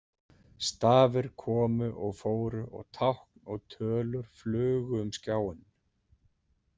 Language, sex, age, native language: Icelandic, male, 40-49, Icelandic